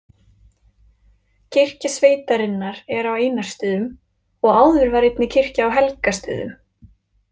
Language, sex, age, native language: Icelandic, female, 20-29, Icelandic